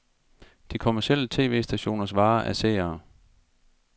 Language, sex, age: Danish, male, 42